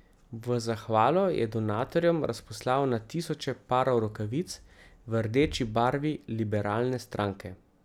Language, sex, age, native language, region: Slovenian, male, 30-49, Slovenian, Central Slovenia